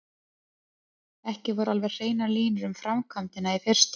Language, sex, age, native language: Icelandic, female, 30-39, Icelandic